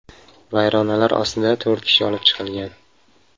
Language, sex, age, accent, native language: Uzbek, male, 25-34, Samarqand, Uzbek